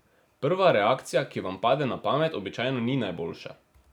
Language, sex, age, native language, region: Slovenian, male, 18-29, Slovenian, Drava region